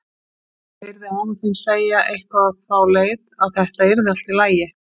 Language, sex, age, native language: Icelandic, female, 50-59, Icelandic